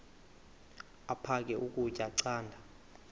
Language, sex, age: Xhosa, male, 22